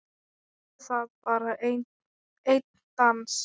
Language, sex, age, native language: Icelandic, female, 10, Thai